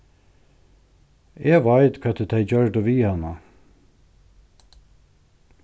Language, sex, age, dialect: Faroese, male, 61+, Suðurstreymoy